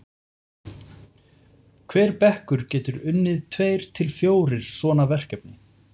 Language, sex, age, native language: Icelandic, male, 40-49, Icelandic